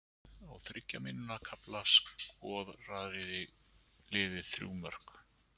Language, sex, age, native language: Icelandic, male, 50-59, Icelandic